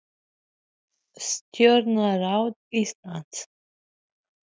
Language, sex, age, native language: Icelandic, female, 30-39, Icelandic